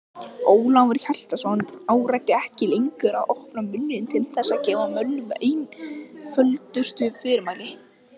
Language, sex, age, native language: Icelandic, male, 18-19, Icelandic